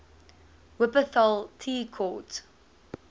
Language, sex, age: Afrikaans, female, 19